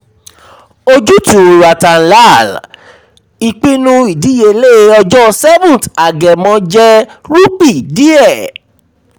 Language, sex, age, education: Yoruba, male, 30-45, tertiary